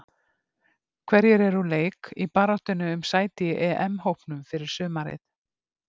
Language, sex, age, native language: Icelandic, female, 50-59, Icelandic